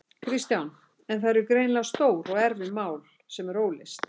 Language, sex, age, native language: Icelandic, female, 60-69, Icelandic